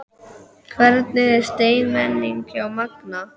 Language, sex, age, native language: Icelandic, male, 12, Icelandic